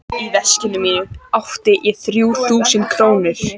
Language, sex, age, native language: Icelandic, female, 14, Icelandic